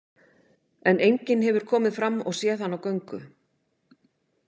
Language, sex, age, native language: Icelandic, female, 50-59, Icelandic